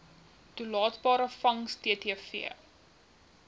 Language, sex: Afrikaans, female